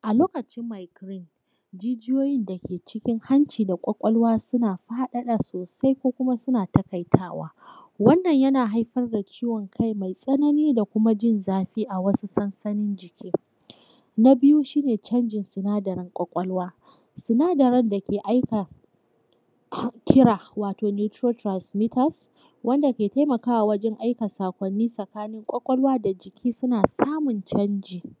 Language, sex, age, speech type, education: Hausa, female, 15-29, spontaneous, secondary